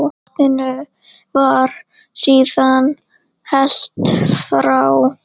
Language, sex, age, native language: Icelandic, female, 8, Icelandic